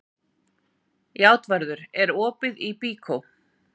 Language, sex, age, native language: Icelandic, female, 40-49, Icelandic